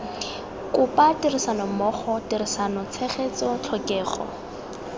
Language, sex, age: Tswana, female, 18